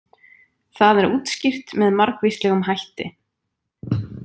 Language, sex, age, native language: Icelandic, female, 20-29, Icelandic